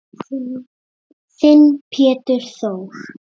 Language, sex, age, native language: Icelandic, male, 7, Icelandic